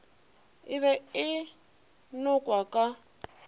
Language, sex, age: Northern Sotho, female, 20